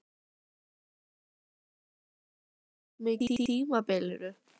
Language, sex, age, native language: Icelandic, other, 11, Icelandic